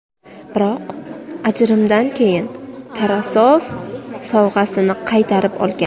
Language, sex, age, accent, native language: Uzbek, female, under 19, Toshkent viloyati, Uzbek